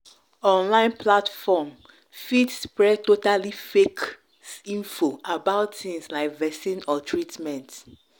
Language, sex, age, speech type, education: Nigerian Pidgin, female, 30-45, spontaneous, tertiary